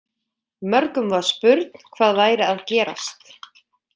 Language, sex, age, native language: Icelandic, female, 20-29, Icelandic